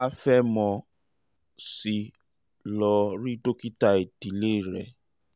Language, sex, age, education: Yoruba, male, 30-45, tertiary